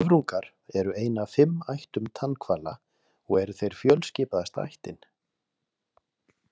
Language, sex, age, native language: Icelandic, male, 40-49, Icelandic